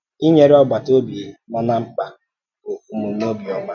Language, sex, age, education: Igbo, male, 30-45, tertiary